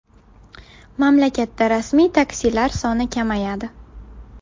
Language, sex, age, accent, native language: Uzbek, female, 19-29, Buxoro, Uzbek